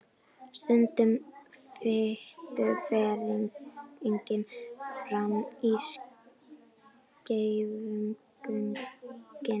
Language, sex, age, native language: Icelandic, female, 11, Icelandic